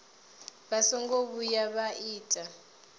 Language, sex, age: Venda, female, 20